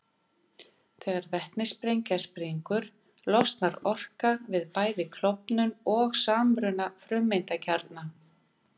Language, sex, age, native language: Icelandic, female, 50-59, Icelandic